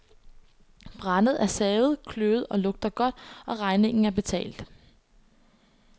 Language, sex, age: Danish, female, 21